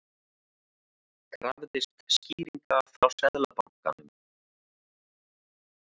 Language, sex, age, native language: Icelandic, male, 40-49, Icelandic